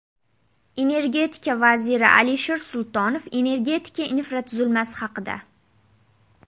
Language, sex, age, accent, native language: Uzbek, female, 18-24, Namangan, Uzbek